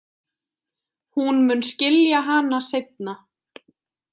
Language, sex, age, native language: Icelandic, female, 20-29, Icelandic